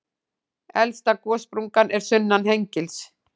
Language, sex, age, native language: Icelandic, female, 40-49, Icelandic